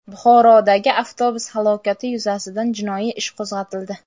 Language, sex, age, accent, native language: Uzbek, female, 18-24, Samarqand, Uzbek